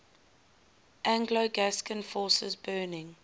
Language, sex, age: English, female, 19